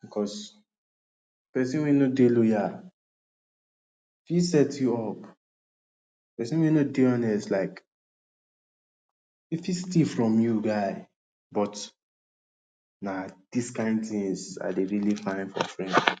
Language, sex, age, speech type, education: Nigerian Pidgin, male, 30-45, spontaneous, tertiary